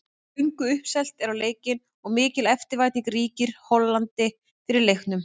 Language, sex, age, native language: Icelandic, female, 30-39, Icelandic